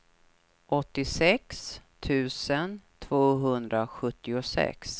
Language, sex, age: Swedish, female, 43